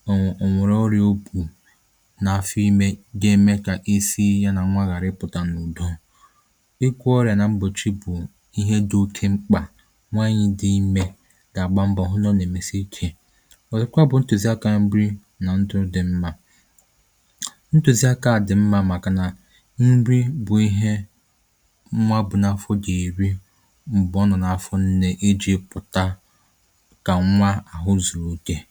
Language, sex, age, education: Igbo, male, 15-29, tertiary